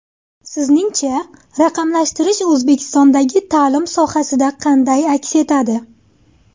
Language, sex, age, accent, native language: Uzbek, female, 19-29, Andijon, Uzbek